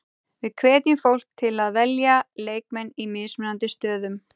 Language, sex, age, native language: Icelandic, female, 30-39, Icelandic